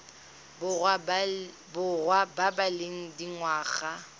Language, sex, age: Tswana, female, 19